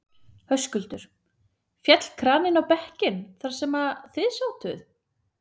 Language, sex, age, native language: Icelandic, female, 30-39, Icelandic